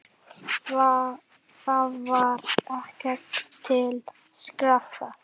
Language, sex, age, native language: Icelandic, male, 8, Icelandic